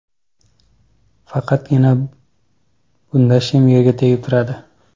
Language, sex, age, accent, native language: Uzbek, male, 25-34, Toshkent viloyati, Kazakh